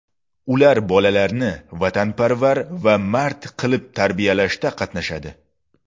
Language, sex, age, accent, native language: Uzbek, male, 19-29, Xorazm, Uzbek